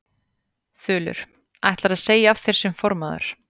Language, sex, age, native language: Icelandic, female, 30-39, Icelandic